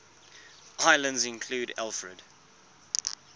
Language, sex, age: English, male, 21